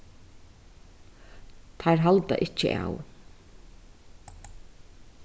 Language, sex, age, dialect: Faroese, female, 36-60, Suðurstreymoy